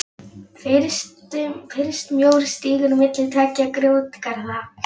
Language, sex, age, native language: Icelandic, female, 11, Polish